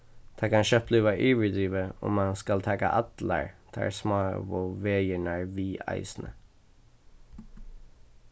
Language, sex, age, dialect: Faroese, male, 15-35, Suðurstreymoy